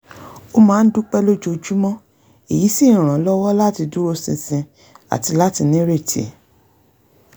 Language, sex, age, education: Yoruba, female, 30-45, tertiary